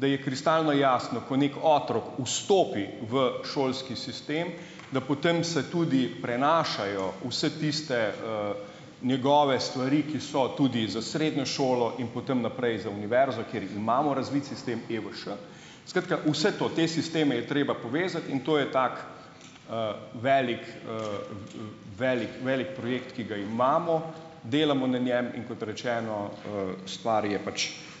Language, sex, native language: Slovenian, male, Slovenian